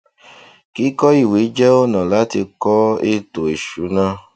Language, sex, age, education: Yoruba, male, 30-45, tertiary